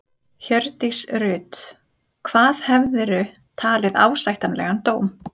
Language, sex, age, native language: Icelandic, female, 30-39, Icelandic